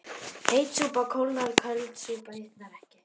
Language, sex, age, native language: Icelandic, female, 12, Icelandic